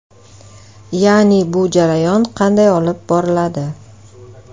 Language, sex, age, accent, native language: Uzbek, female, 35+, Andijon, Uzbek